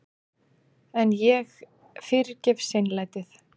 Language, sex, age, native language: Icelandic, female, 30-39, Icelandic